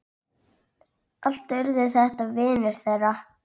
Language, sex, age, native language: Icelandic, female, 9, Icelandic